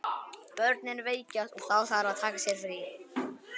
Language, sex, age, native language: Icelandic, male, 11, Icelandic